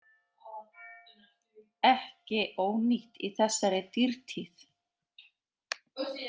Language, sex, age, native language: Icelandic, female, 40-49, Icelandic